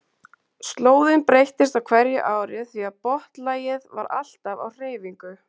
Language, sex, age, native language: Icelandic, female, 20-29, Icelandic